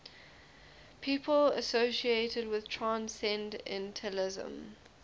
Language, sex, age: English, female, 20